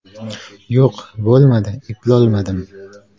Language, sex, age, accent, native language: Uzbek, male, 18-24, Qashqadaryo, Uzbek